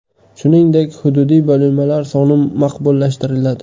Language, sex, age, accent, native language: Uzbek, male, 18-24, Buxoro, Uzbek